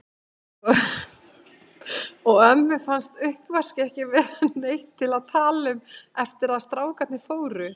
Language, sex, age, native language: Icelandic, female, 50-59, Icelandic